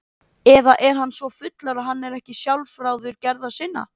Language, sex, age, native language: Icelandic, female, 30-39, Icelandic